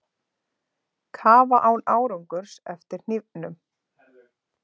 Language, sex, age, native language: Icelandic, female, 30-39, Icelandic